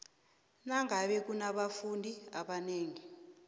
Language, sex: South Ndebele, female